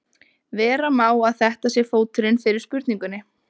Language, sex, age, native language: Icelandic, female, 20-29, Icelandic